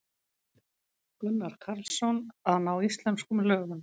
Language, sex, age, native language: Icelandic, female, 50-59, Icelandic